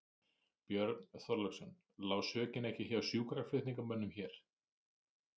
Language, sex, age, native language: Icelandic, male, 30-39, Icelandic